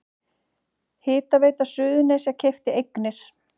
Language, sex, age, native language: Icelandic, female, 40-49, Icelandic